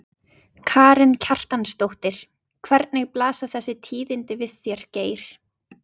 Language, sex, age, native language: Icelandic, female, 20-29, Icelandic